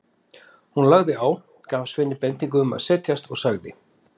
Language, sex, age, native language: Icelandic, male, 50-59, Icelandic